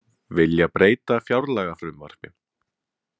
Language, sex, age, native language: Icelandic, male, 20-29, Icelandic